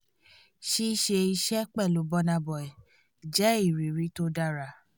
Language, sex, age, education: Yoruba, female, 15-29, tertiary